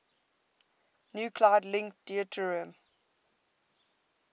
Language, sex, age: English, female, 22